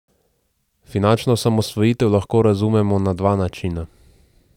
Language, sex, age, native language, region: Slovenian, male, 18-29, Slovenian, Central Slovenia